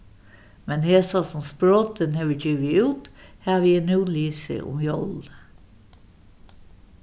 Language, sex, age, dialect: Faroese, female, 61+, Suðuroy